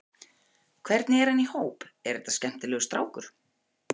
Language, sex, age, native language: Icelandic, female, 40-49, Icelandic